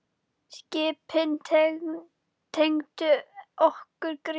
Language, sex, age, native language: Icelandic, female, 10, Icelandic